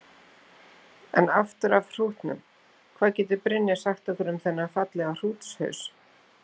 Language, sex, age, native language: Icelandic, female, 50-59, Icelandic